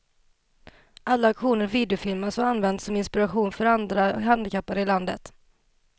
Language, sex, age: Swedish, female, 27